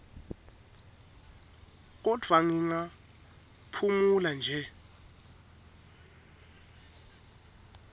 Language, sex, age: Swati, male, 23